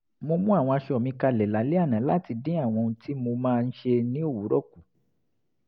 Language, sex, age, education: Yoruba, male, 30-45, tertiary